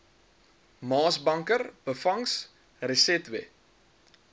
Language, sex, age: Afrikaans, male, 23